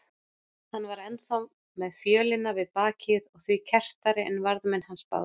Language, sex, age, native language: Icelandic, female, 40-49, Icelandic